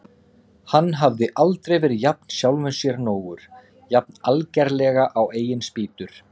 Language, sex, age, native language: Icelandic, male, 30-39, Icelandic